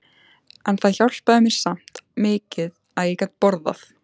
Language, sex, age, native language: Icelandic, female, 14, Icelandic